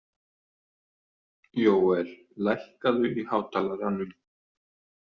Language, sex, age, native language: Icelandic, male, 30-39, Icelandic